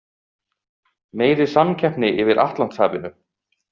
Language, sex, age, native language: Icelandic, male, 18-19, Icelandic